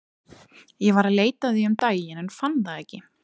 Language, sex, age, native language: Icelandic, female, 30-39, Icelandic